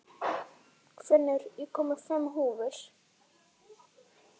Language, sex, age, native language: Icelandic, female, 11, Icelandic